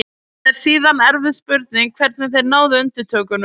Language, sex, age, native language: Icelandic, female, 20-29, Icelandic